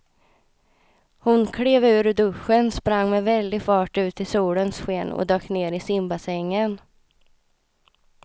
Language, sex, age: Swedish, female, 26